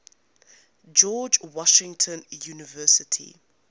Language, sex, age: English, female, 19